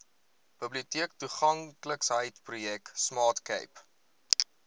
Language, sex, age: Afrikaans, male, 20